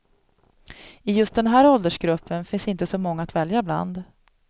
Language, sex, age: Swedish, female, 37